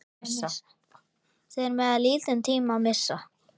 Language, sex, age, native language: Icelandic, male, 9, Icelandic